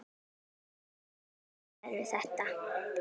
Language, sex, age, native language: Icelandic, female, 9, Icelandic